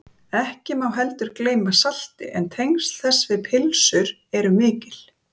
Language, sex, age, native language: Icelandic, female, 30-39, Icelandic